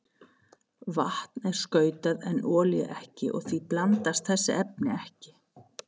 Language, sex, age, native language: Icelandic, female, 50-59, Icelandic